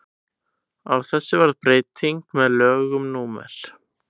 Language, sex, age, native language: Icelandic, male, 18-19, Icelandic